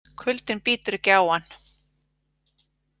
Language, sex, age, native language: Icelandic, female, 40-49, Icelandic